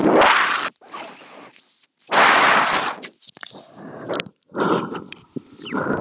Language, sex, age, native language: Icelandic, male, 12, Icelandic